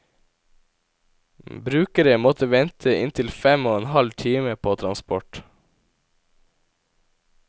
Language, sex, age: Norwegian, male, 17